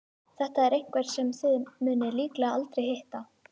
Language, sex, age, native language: Icelandic, female, 18-19, Icelandic